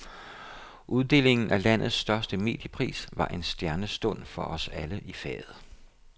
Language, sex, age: Danish, male, 57